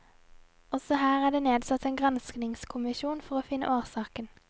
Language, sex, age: Norwegian, female, 22